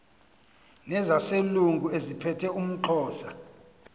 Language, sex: Xhosa, male